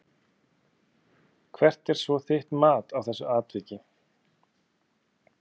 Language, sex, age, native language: Icelandic, male, 30-39, Icelandic